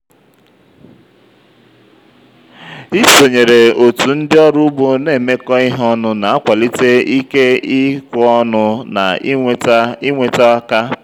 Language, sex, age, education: Igbo, male, 30-45, tertiary